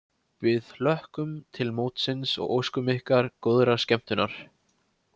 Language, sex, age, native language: Icelandic, male, 20-29, Icelandic